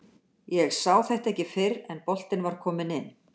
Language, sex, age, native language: Icelandic, female, 60-69, Icelandic